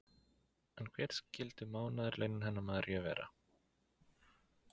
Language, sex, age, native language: Icelandic, male, 20-29, Icelandic